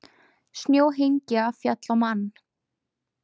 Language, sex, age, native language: Icelandic, female, 20-29, Icelandic